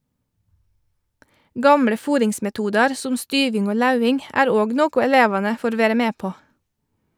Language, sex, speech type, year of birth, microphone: Norwegian, female, read, 1986, Shure